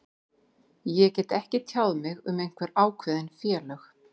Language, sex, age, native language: Icelandic, female, 40-49, Icelandic